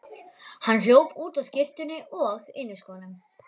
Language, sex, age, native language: Icelandic, female, 11, Icelandic